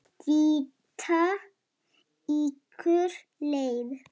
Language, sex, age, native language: Icelandic, female, 7, Lithuanian